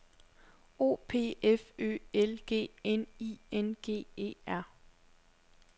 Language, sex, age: Danish, female, 21